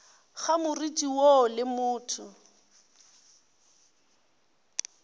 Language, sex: Northern Sotho, female